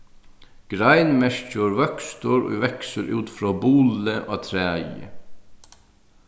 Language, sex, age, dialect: Faroese, male, 36-60, Sandoy